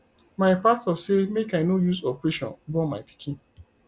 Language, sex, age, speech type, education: Nigerian Pidgin, male, 30-45, spontaneous, tertiary